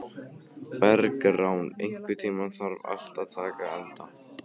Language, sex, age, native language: Icelandic, male, 15, Icelandic